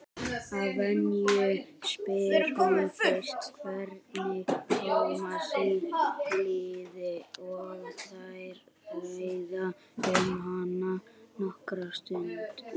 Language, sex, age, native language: Icelandic, female, 60-69, Icelandic